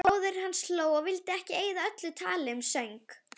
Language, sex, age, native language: Icelandic, female, 11, Icelandic